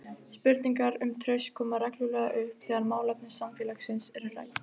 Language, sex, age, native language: Icelandic, female, 18-19, Icelandic